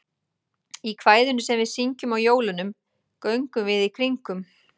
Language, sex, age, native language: Icelandic, female, 40-49, Icelandic